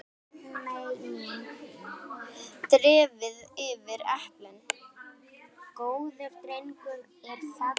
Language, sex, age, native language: Icelandic, female, 10, Icelandic